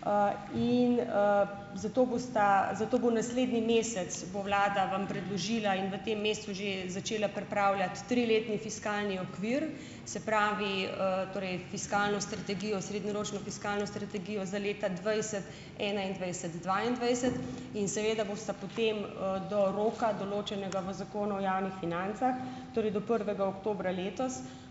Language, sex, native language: Slovenian, female, Slovenian